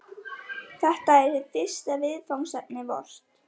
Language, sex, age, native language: Icelandic, female, 12, Icelandic